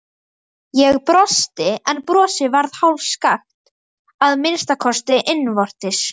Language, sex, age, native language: Icelandic, female, 11, Icelandic